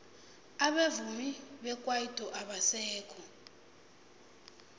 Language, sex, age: South Ndebele, female, 22